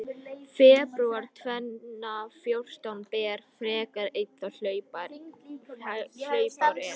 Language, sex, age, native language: Icelandic, female, 50-59, Icelandic